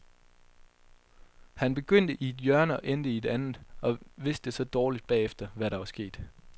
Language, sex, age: Danish, male, 22